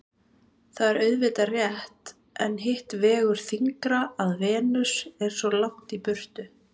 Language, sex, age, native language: Icelandic, female, 20-29, Icelandic